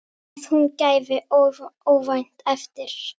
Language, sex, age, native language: Icelandic, female, 10, Icelandic